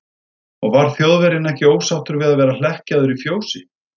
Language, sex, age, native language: Icelandic, male, 30-39, Icelandic